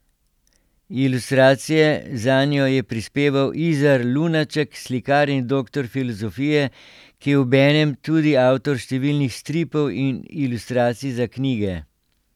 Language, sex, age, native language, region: Slovenian, male, 60+, Slovenian, Central Slovenia